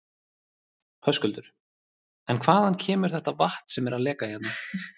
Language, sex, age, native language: Icelandic, male, 30-39, Icelandic